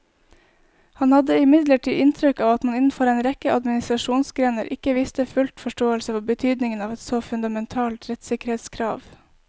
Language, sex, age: Norwegian, female, 20